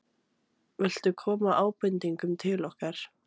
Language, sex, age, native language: Icelandic, female, 18-19, Icelandic